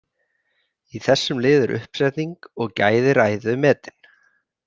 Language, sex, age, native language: Icelandic, male, 30-39, Icelandic